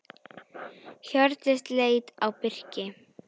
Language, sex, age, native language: Icelandic, female, 10, Icelandic